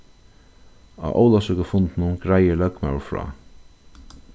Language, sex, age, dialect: Faroese, male, 36-60, Suðurstreymoy